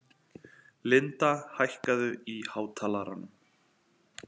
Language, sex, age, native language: Icelandic, male, 30-39, Icelandic